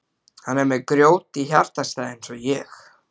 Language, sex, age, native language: Icelandic, male, 12, Icelandic